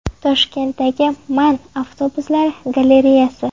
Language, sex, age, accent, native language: Uzbek, female, 18-24, Farg'ona, Uzbek